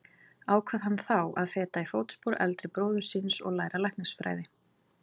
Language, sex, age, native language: Icelandic, female, 40-49, Icelandic